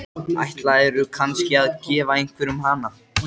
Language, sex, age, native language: Icelandic, male, 13, Icelandic